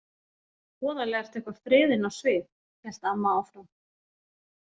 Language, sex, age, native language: Icelandic, female, 40-49, Icelandic